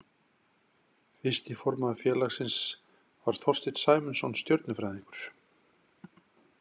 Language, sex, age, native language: Icelandic, male, 40-49, Icelandic